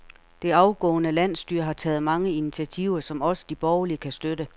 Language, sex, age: Danish, female, 48